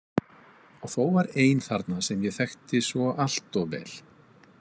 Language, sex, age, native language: Icelandic, male, 50-59, Icelandic